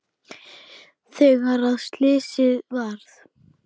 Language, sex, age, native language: Icelandic, female, 10, Icelandic